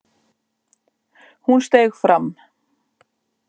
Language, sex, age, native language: Icelandic, female, 50-59, Icelandic